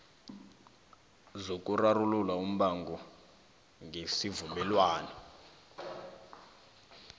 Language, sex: South Ndebele, male